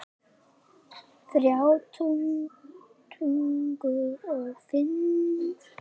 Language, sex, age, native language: Icelandic, male, 8, Icelandic